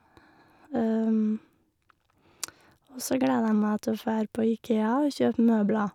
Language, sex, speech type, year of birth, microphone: Norwegian, female, spontaneous, 1988, Shure